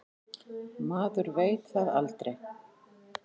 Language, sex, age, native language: Icelandic, female, 40-49, Icelandic